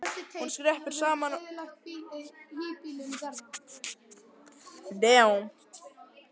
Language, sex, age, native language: Icelandic, male, 11, Icelandic